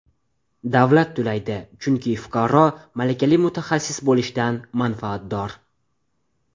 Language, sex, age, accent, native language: Uzbek, male, 19-29, Andijon, Uzbek